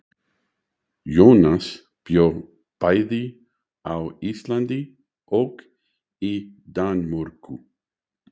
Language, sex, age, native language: Icelandic, male, 60-69, English